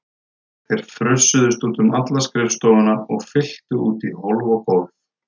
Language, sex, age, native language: Icelandic, male, 30-39, Icelandic